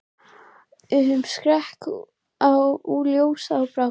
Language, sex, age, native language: Icelandic, female, 11, Icelandic